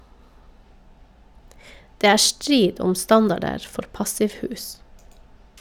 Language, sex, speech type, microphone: Norwegian, female, read, Shure